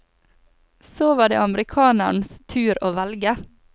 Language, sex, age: Norwegian, female, 28